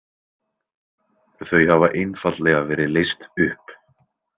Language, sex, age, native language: Icelandic, male, 20-29, Icelandic